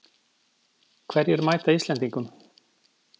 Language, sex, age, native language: Icelandic, male, 50-59, Icelandic